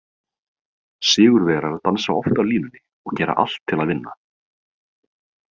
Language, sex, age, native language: Icelandic, male, 30-39, Icelandic